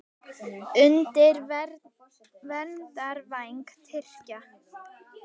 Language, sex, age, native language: Icelandic, female, 18-19, Icelandic